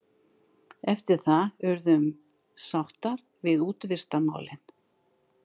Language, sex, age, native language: Icelandic, female, 60-69, Icelandic